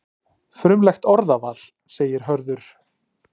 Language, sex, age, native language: Icelandic, male, 40-49, Icelandic